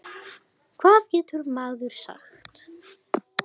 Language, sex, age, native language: Icelandic, female, 10, Icelandic